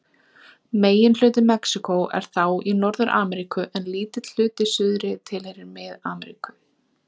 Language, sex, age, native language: Icelandic, female, 20-29, Icelandic